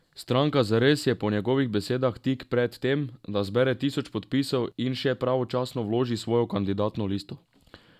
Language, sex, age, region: Slovenian, male, 18-29, Drava region